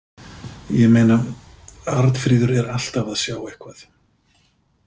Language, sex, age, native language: Icelandic, male, 50-59, Icelandic